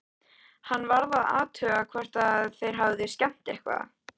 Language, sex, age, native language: Icelandic, female, 13, Icelandic